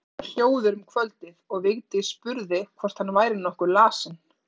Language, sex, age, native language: Icelandic, female, 30-39, Icelandic